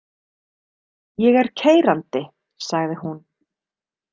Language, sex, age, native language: Icelandic, female, 30-39, Icelandic